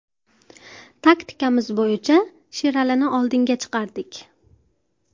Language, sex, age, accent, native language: Uzbek, female, 19-29, Farg'ona, Uzbek